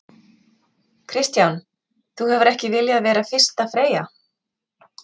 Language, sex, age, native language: Icelandic, female, 40-49, Icelandic